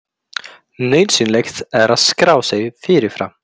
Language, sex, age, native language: Icelandic, male, 30-39, Icelandic